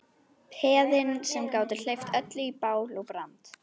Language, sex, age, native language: Icelandic, female, 11, Icelandic